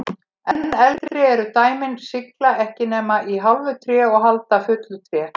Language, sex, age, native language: Icelandic, female, 70-79, Icelandic